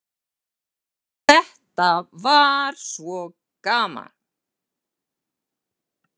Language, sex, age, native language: Icelandic, female, 70-79, Icelandic